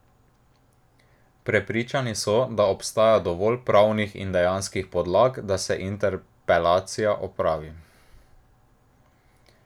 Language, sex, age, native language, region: Slovenian, male, 18-29, Slovenian, Drava region